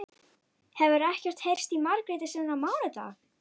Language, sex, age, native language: Icelandic, female, 12, Icelandic